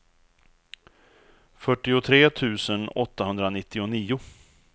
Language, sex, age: Swedish, male, 34